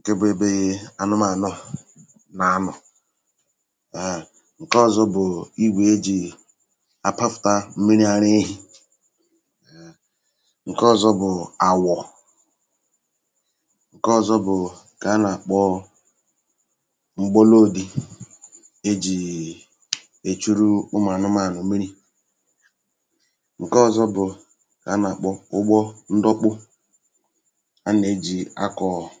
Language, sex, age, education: Igbo, male, 30-45, tertiary